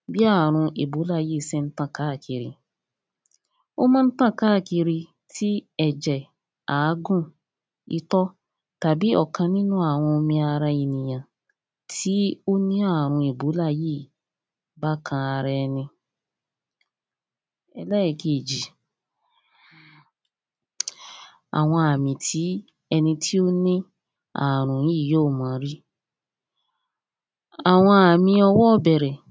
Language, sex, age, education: Yoruba, female, 15-29, tertiary